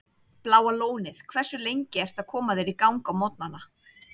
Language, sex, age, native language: Icelandic, female, 30-39, Icelandic